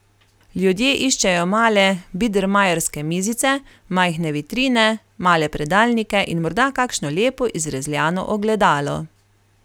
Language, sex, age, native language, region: Slovenian, female, 30-49, Slovenian, Carinthia region